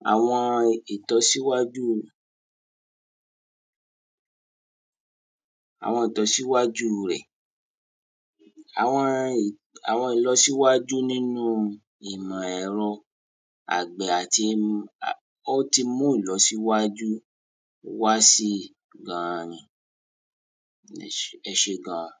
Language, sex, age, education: Yoruba, male, 30-45, tertiary